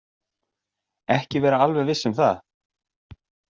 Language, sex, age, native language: Icelandic, male, 40-49, Icelandic